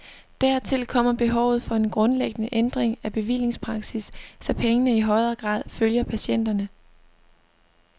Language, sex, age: Danish, female, 25